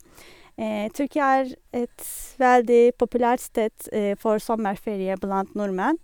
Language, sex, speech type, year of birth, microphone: Norwegian, female, spontaneous, 1983, Sennheiser